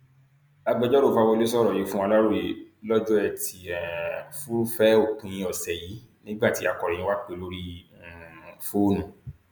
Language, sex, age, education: Yoruba, male, 30-45, tertiary